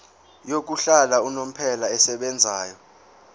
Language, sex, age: Zulu, male, 20